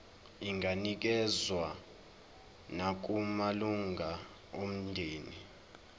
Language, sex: Zulu, male